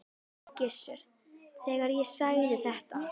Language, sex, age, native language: Icelandic, female, 10, Icelandic